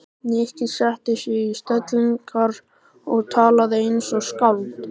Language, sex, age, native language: Icelandic, male, 13, Icelandic